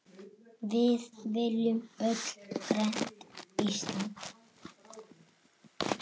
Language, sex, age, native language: Icelandic, male, 6, Icelandic